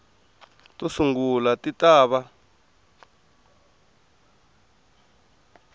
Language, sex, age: Tsonga, male, 23